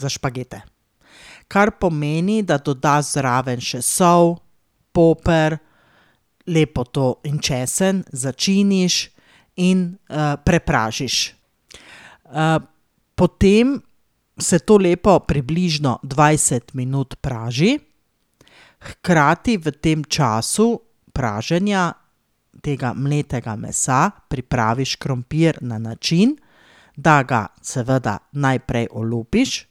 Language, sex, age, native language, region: Slovenian, female, 30-49, Slovenian, Drava region